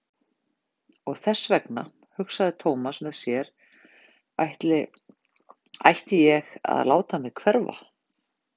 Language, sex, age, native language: Icelandic, female, 50-59, Icelandic